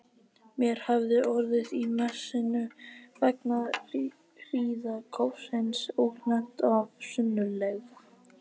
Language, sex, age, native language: Icelandic, female, 50-59, Icelandic